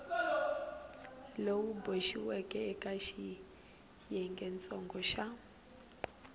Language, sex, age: Tsonga, female, 19